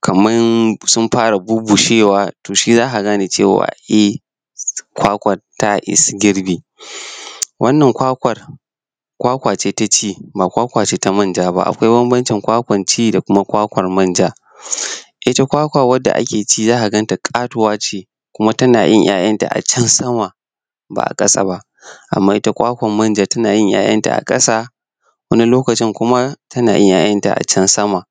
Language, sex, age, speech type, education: Hausa, male, 15-29, spontaneous, tertiary